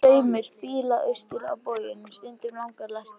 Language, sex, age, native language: Icelandic, female, 11, Icelandic